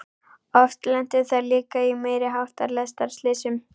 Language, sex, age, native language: Icelandic, female, 11, Icelandic